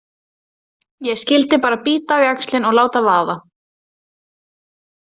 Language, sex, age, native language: Icelandic, female, 20-29, Icelandic